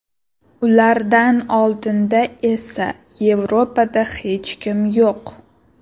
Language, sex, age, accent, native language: Uzbek, female, 18-24, Sirdaryo, Uzbek